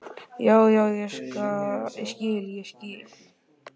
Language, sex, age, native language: Icelandic, male, 13, Icelandic